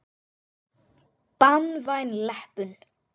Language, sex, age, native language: Icelandic, male, 8, Icelandic